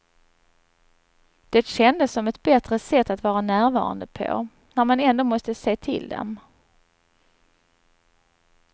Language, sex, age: Swedish, female, 39